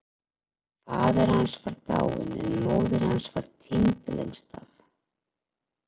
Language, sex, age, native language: Icelandic, female, 40-49, Icelandic